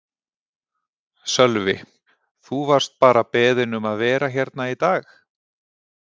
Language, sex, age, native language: Icelandic, male, 40-49, Icelandic